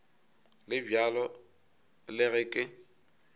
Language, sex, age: Northern Sotho, male, 22